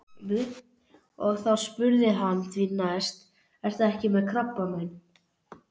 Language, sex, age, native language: Icelandic, male, 11, Icelandic